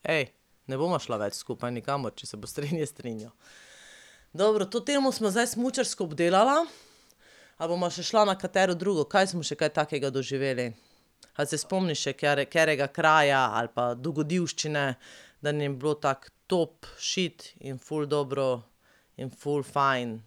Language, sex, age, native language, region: Slovenian, female, 30-49, Slovenian, Pomurje region